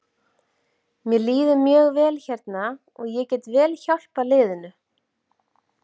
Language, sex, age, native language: Icelandic, female, 40-49, Icelandic